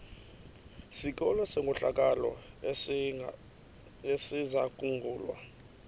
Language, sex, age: Xhosa, female, 28